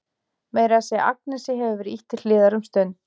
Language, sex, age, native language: Icelandic, female, 40-49, Icelandic